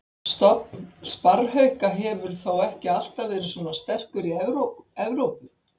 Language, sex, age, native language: Icelandic, female, 60-69, Icelandic